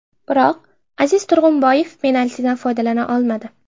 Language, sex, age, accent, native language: Uzbek, female, 12-17, Namangan, Uzbek